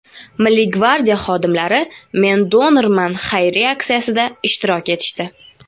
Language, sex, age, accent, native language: Uzbek, female, 19-29, Toshkent viloyati, Uzbek